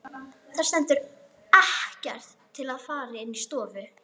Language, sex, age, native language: Icelandic, female, 11, Icelandic